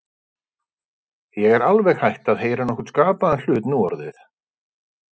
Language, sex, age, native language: Icelandic, male, 50-59, Icelandic